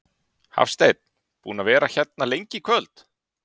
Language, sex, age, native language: Icelandic, male, 30-39, Icelandic